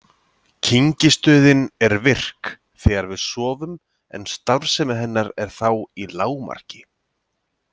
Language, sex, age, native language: Icelandic, male, 30-39, Icelandic